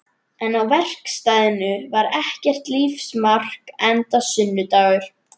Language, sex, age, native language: Icelandic, female, 11, Icelandic